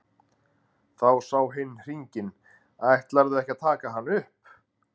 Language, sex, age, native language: Icelandic, male, 30-39, Icelandic